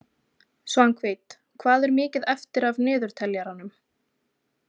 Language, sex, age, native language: Icelandic, female, 20-29, Icelandic